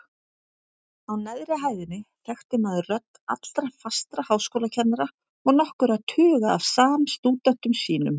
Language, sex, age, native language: Icelandic, female, 40-49, Icelandic